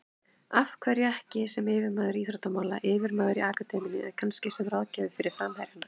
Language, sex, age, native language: Icelandic, female, 30-39, Icelandic